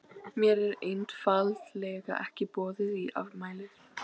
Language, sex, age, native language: Icelandic, female, 12, Icelandic